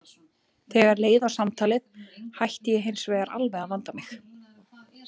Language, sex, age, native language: Icelandic, female, 20-29, Icelandic